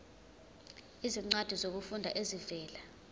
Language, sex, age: Zulu, female, 21